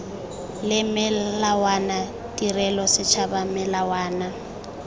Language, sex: Tswana, female